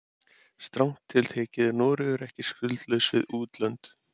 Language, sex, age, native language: Icelandic, male, 30-39, Icelandic